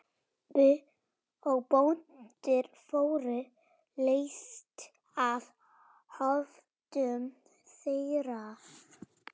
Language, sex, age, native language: Icelandic, male, 30-39, Polish